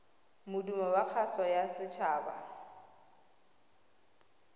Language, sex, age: Tswana, female, 20